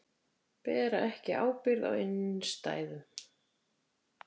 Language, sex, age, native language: Icelandic, female, 50-59, Icelandic